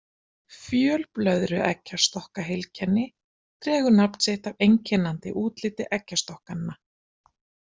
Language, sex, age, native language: Icelandic, female, 50-59, Icelandic